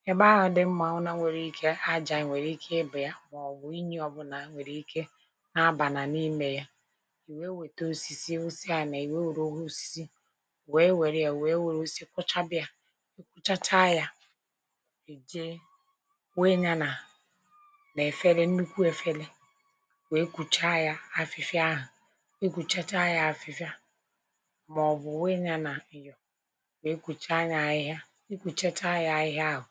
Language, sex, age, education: Igbo, female, 30-45, tertiary